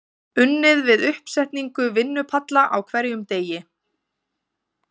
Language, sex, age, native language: Icelandic, female, 20-29, Icelandic